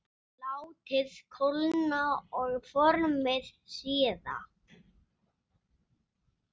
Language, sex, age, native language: Icelandic, male, 6, Icelandic